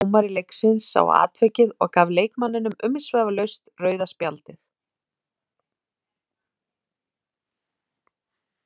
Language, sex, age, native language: Icelandic, female, 40-49, Icelandic